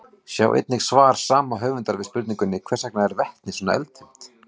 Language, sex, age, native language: Icelandic, male, 40-49, Icelandic